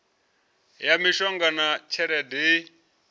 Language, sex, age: Venda, male, 34